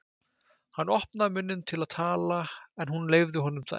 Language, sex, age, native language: Icelandic, male, 20-29, Icelandic